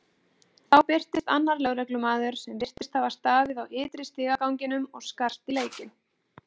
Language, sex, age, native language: Icelandic, female, 40-49, Icelandic